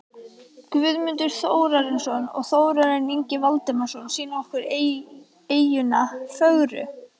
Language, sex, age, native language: Icelandic, female, 18-19, Icelandic